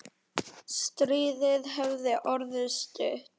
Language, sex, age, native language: Icelandic, male, 9, Icelandic